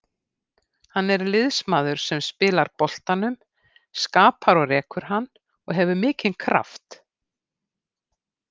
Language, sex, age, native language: Icelandic, female, 50-59, Icelandic